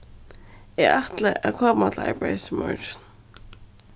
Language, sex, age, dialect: Faroese, female, 15-35, Suðurstreymoy